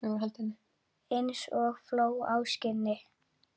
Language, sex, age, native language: Icelandic, female, 8, Icelandic